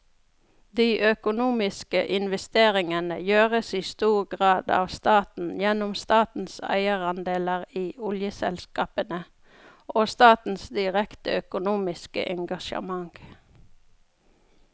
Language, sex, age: Norwegian, female, 42